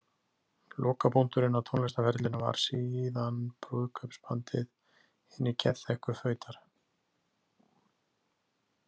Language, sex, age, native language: Icelandic, male, 30-39, Icelandic